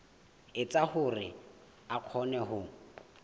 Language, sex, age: Southern Sotho, male, 18